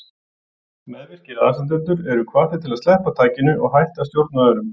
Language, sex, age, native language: Icelandic, male, 40-49, Icelandic